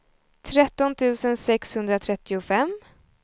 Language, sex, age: Swedish, female, 20